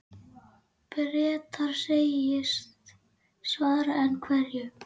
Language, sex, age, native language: Icelandic, female, 10, Icelandic